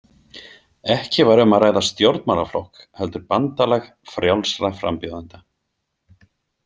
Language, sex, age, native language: Icelandic, male, 50-59, Icelandic